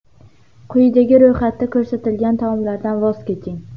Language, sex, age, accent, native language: Uzbek, female, under 19, Qashqadaryo, Uzbek